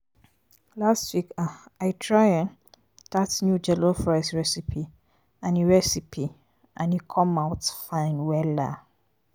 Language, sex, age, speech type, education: Nigerian Pidgin, female, 15-29, spontaneous, tertiary